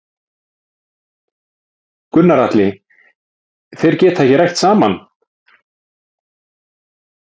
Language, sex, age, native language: Icelandic, male, 40-49, Icelandic